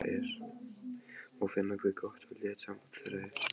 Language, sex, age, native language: Icelandic, male, 14, Icelandic